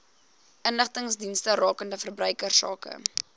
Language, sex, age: Afrikaans, female, 21